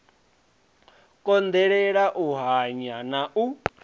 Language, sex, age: Venda, male, 20